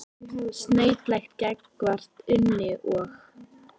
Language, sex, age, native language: Icelandic, female, 18-19, Icelandic